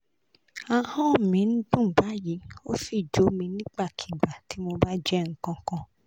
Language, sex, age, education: Yoruba, female, 30-45, tertiary